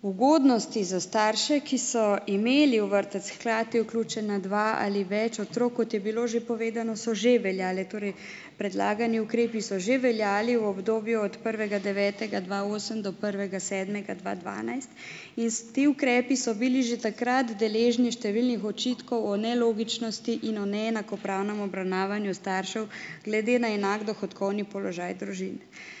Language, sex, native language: Slovenian, female, Slovenian